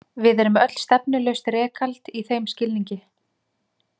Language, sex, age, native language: Icelandic, female, 30-39, Icelandic